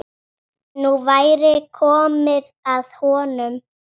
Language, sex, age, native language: Icelandic, female, 6, Icelandic